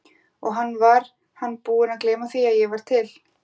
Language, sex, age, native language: Icelandic, female, 40-49, Icelandic